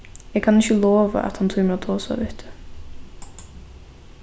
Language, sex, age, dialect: Faroese, female, 15-35, Norðurstreymoy/Eysturoy